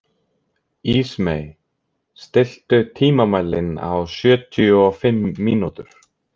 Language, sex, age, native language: Icelandic, male, 20-29, Icelandic